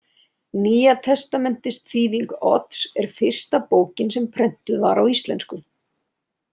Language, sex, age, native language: Icelandic, female, 30-39, Icelandic